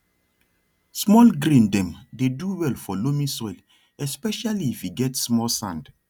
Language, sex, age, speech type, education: Nigerian Pidgin, male, 30-45, spontaneous, tertiary